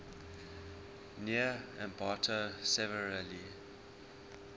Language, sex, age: English, male, 19